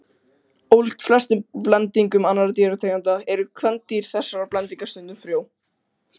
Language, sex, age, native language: Icelandic, male, 18-19, Icelandic